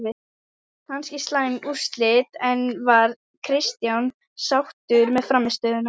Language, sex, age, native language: Icelandic, female, 11, Icelandic